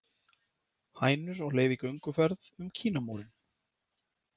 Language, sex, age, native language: Icelandic, male, 30-39, Icelandic